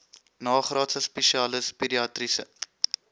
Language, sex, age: Afrikaans, male, 21